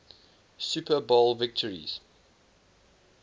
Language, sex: English, male